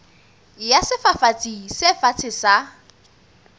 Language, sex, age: Southern Sotho, female, 20